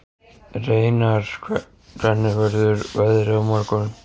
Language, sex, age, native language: Icelandic, male, 14, Icelandic